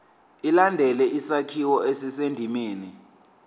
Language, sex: Zulu, male